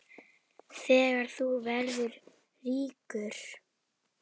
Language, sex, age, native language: Icelandic, female, 10, Icelandic